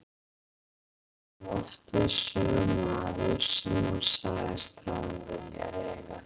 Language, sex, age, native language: Icelandic, female, 40-49, Icelandic